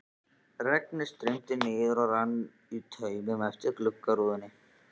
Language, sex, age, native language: Icelandic, female, 14, Icelandic